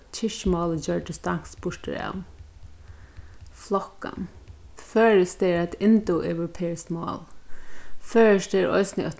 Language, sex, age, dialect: Faroese, female, 36-60, Norðurstreymoy/Eysturoy